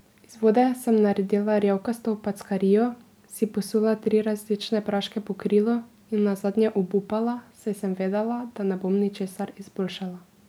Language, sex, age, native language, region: Slovenian, female, 18-29, Slovenian, Drava region